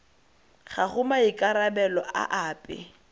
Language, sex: Tswana, female